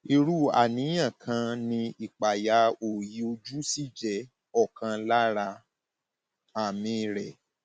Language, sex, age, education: Yoruba, male, 30-45, tertiary